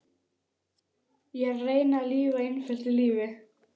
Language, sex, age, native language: Icelandic, female, 11, Icelandic